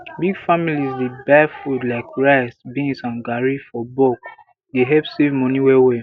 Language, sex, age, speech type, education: Nigerian Pidgin, male, 15-29, spontaneous, tertiary